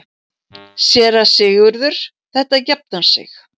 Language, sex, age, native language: Icelandic, female, 40-49, Icelandic